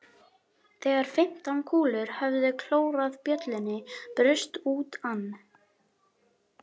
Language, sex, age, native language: Icelandic, female, 11, Icelandic